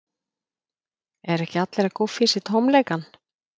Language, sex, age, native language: Icelandic, female, 50-59, Icelandic